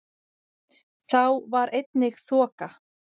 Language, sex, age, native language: Icelandic, female, 40-49, Icelandic